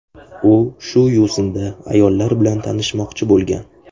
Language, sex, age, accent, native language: Uzbek, male, 18-24, Qashqadaryo, Uzbek